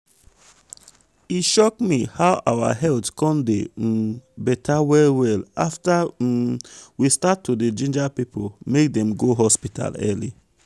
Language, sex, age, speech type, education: Nigerian Pidgin, male, 30-45, spontaneous, tertiary